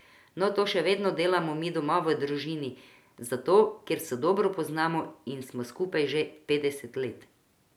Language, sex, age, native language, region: Slovenian, female, 50-59, Croatian, Drava region